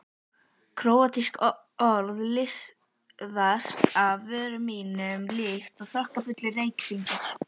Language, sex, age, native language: Icelandic, female, 11, Icelandic